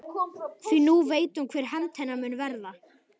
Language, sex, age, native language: Icelandic, male, 11, Icelandic